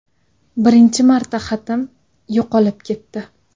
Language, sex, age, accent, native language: Uzbek, female, 19-29, Sirdaryo, Uzbek